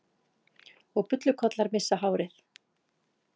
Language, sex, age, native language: Icelandic, female, 40-49, Icelandic